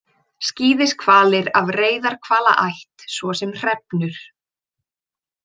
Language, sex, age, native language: Icelandic, female, 20-29, Icelandic